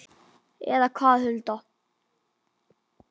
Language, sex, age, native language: Icelandic, male, 9, Icelandic